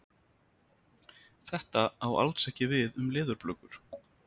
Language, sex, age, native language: Icelandic, male, 30-39, Icelandic